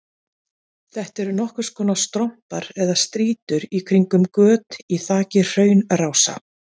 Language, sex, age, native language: Icelandic, female, 40-49, Icelandic